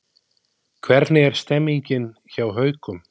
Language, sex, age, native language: Icelandic, male, 20-29, Icelandic